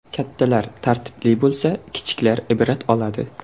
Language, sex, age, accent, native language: Uzbek, male, 18-24, Surxondaryo, Uzbek